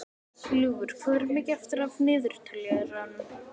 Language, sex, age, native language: Icelandic, male, 12, Icelandic